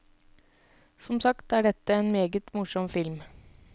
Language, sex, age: Norwegian, female, 32